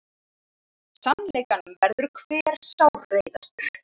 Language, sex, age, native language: Icelandic, female, 30-39, Icelandic